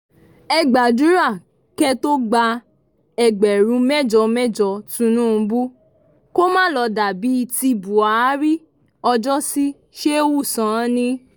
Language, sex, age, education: Yoruba, female, 15-29, tertiary